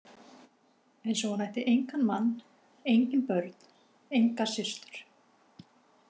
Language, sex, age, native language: Icelandic, female, 50-59, Icelandic